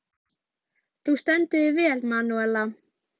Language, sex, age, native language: Icelandic, female, 12, Icelandic